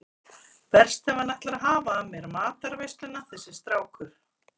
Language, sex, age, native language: Icelandic, female, 40-49, Icelandic